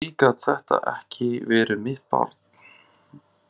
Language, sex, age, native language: Icelandic, male, 30-39, Icelandic